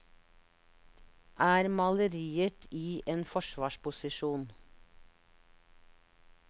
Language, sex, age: Norwegian, female, 59